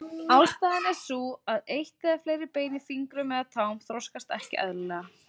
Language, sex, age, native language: Icelandic, female, 20-29, Icelandic